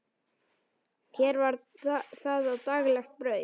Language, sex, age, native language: Icelandic, male, 9, Icelandic